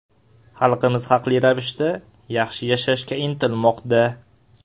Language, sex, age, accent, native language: Uzbek, male, 18-24, Farg'ona, Uzbek